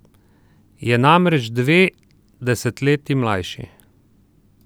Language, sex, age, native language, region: Slovenian, male, 30-49, Slovenian, Southeast Slovenia